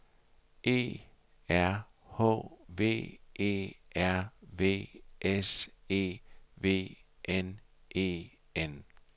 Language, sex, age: Danish, male, 60